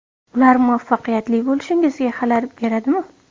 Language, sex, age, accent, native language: Uzbek, female, 18-24, Toshkent shahri, Uzbek